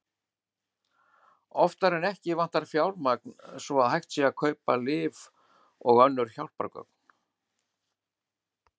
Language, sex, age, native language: Icelandic, male, 70-79, Icelandic